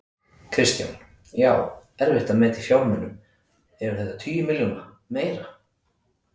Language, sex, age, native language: Icelandic, male, 30-39, Icelandic